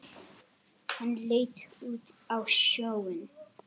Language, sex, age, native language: Icelandic, male, 10, Icelandic